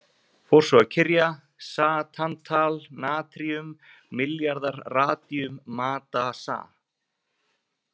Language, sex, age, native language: Icelandic, male, 40-49, Icelandic